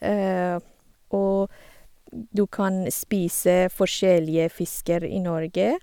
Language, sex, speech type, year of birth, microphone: Norwegian, female, spontaneous, 1985, Sennheiser